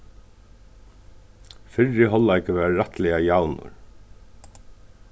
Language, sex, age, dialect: Faroese, male, 36-60, Suðurstreymoy